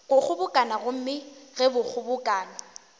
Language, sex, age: Northern Sotho, female, 18